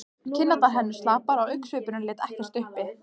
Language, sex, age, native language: Icelandic, female, 15, Icelandic